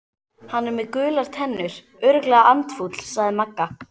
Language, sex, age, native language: Icelandic, female, 12, Icelandic